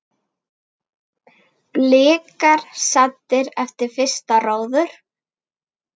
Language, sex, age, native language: Icelandic, female, 9, Icelandic